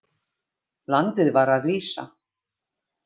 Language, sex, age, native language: Icelandic, female, 50-59, Icelandic